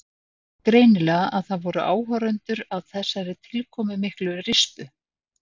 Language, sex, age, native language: Icelandic, female, 60-69, Icelandic